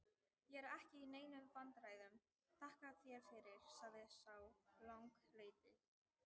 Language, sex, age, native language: Icelandic, female, 18-19, Icelandic